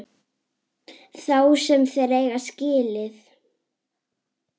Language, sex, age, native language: Icelandic, female, 7, Icelandic